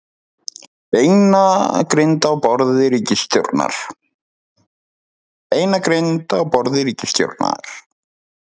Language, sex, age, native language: Icelandic, male, 30-39, Icelandic